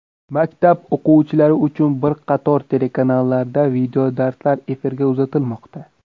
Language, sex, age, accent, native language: Uzbek, male, under 19, Namangan, Uzbek